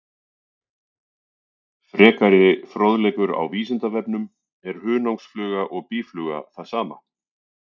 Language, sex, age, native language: Icelandic, male, 40-49, Icelandic